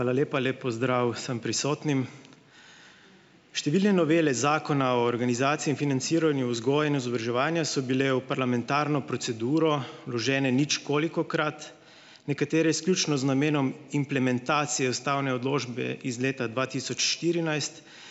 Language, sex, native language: Slovenian, male, Slovenian